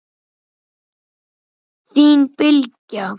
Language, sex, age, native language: Icelandic, male, 9, Icelandic